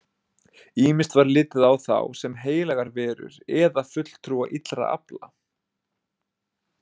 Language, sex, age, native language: Icelandic, male, 20-29, Icelandic